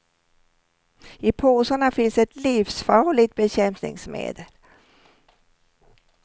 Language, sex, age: Swedish, female, 67